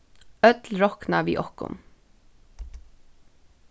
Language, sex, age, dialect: Faroese, female, 15-35, Suðurstreymoy